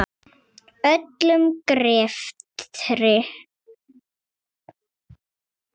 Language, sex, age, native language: Icelandic, female, 6, Icelandic